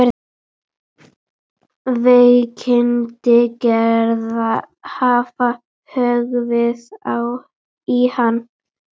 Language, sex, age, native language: Icelandic, female, 12, Icelandic